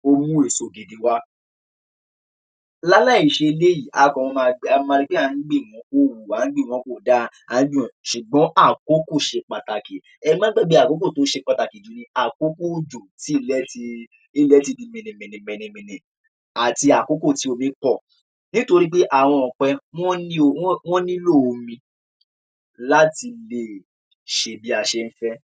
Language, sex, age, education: Yoruba, male, 46-60, tertiary